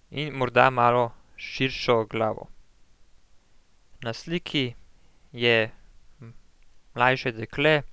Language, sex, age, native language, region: Slovenian, male, 18-29, Slovenian, Central Slovenia